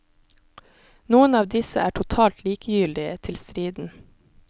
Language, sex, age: Norwegian, female, 26